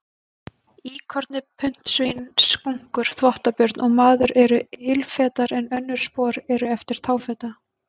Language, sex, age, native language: Icelandic, female, 20-29, Icelandic